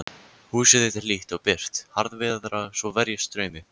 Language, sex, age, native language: Icelandic, male, 14, Icelandic